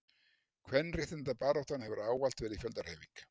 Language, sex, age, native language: Icelandic, male, 60-69, Icelandic